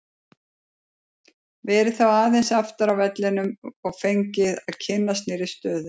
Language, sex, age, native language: Icelandic, female, 50-59, Icelandic